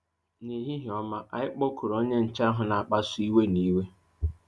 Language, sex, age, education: Igbo, male, 15-29, tertiary